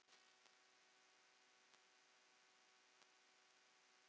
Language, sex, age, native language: Icelandic, female, 9, Icelandic